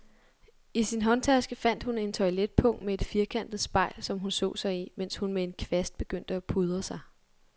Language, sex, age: Danish, female, 23